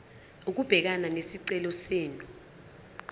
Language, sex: Zulu, female